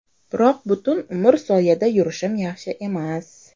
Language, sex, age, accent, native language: Uzbek, female, 18-24, Toshkent shahri, Uzbek